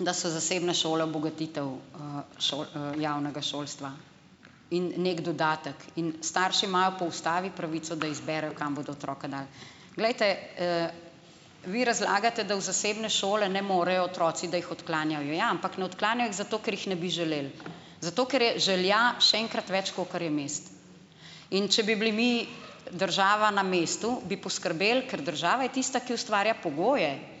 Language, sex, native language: Slovenian, female, Slovenian